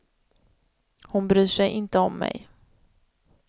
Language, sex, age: Swedish, female, 31